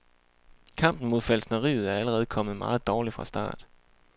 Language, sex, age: Danish, male, 28